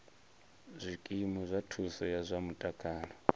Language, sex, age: Venda, male, 23